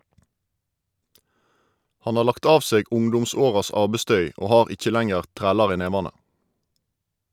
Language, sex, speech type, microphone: Norwegian, male, read, Shure